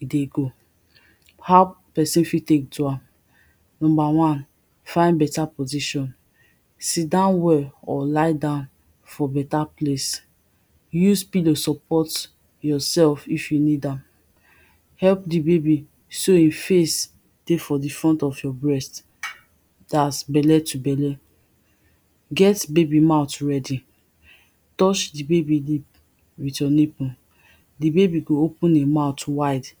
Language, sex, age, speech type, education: Nigerian Pidgin, female, 30-45, spontaneous, tertiary